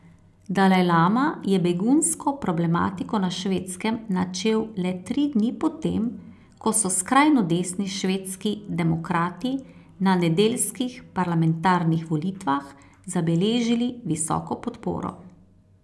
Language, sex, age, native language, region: Slovenian, female, 30-49, Slovenian, Carinthia region